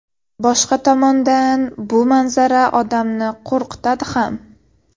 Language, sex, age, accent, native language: Uzbek, female, 18-24, Sirdaryo, Uzbek